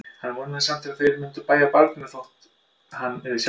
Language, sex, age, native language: Icelandic, male, 50-59, Icelandic